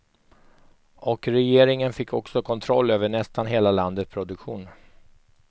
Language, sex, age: Swedish, male, 44